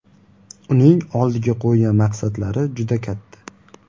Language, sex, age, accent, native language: Uzbek, male, 18-24, Qashqadaryo, Uzbek